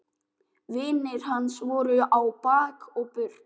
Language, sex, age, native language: Icelandic, male, 12, Icelandic